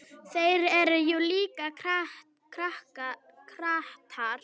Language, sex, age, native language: Icelandic, female, 9, Icelandic